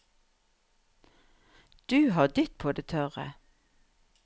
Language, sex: Norwegian, female